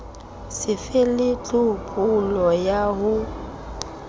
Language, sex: Southern Sotho, female